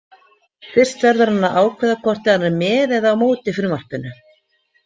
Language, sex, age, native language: Icelandic, female, 50-59, Icelandic